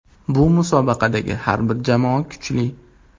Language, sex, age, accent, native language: Uzbek, male, 18-24, Andijon, Uzbek